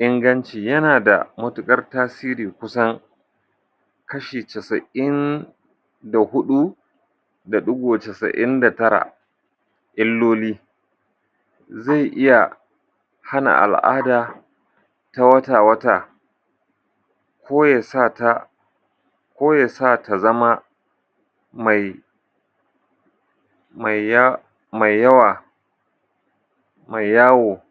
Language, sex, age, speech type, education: Hausa, male, 46-60, spontaneous, tertiary